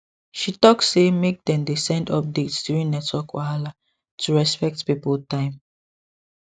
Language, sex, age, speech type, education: Nigerian Pidgin, female, 15-29, spontaneous, secondary